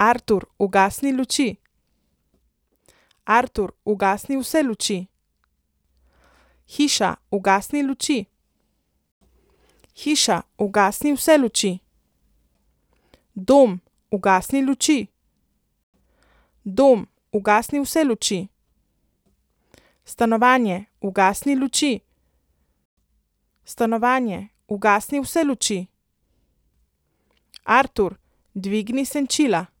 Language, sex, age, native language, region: Slovenian, female, 30-49, Slovenian, Central Slovenia